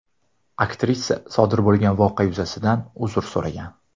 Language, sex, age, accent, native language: Uzbek, male, 19-29, Toshkent viloyati, Uzbek